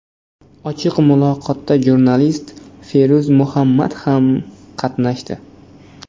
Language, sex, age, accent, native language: Uzbek, male, 18-24, Namangan, Uzbek